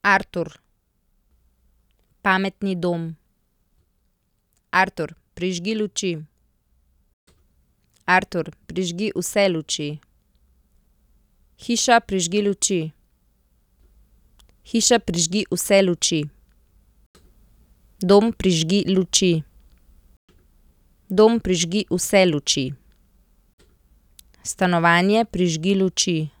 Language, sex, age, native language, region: Slovenian, female, 30-49, Slovenian, Central Slovenia